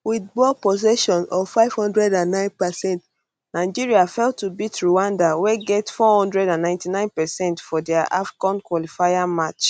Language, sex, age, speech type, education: Nigerian Pidgin, female, 15-29, spontaneous, tertiary